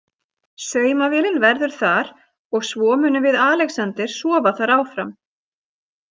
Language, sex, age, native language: Icelandic, female, 30-39, Icelandic